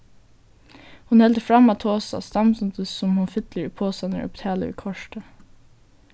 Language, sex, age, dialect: Faroese, female, 15-35, Suðurstreymoy